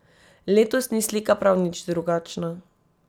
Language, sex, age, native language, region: Slovenian, female, 18-29, Slovenian, Drava region